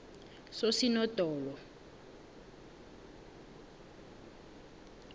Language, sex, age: South Ndebele, female, 21